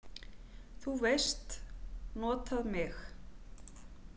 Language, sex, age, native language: Icelandic, female, 40-49, Icelandic